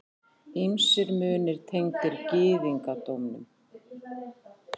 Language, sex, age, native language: Icelandic, female, 40-49, Icelandic